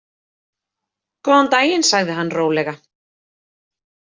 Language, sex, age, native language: Icelandic, female, 30-39, Icelandic